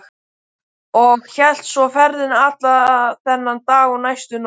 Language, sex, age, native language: Icelandic, male, 12, Icelandic